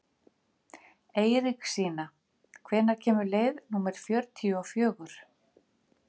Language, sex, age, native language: Icelandic, female, 50-59, Icelandic